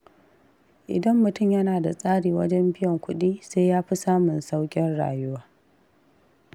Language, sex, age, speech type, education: Hausa, female, 15-29, read, tertiary